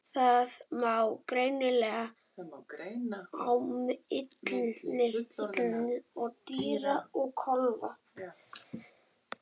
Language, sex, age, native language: Icelandic, female, 21, Icelandic